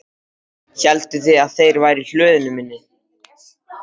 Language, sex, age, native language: Icelandic, male, 13, Icelandic